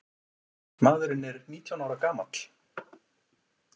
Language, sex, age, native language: Icelandic, male, 40-49, Icelandic